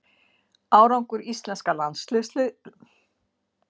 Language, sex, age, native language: Icelandic, female, 50-59, Icelandic